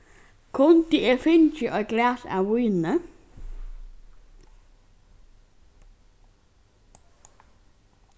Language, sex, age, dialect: Faroese, female, 15-35, Norðurstreymoy/Eysturoy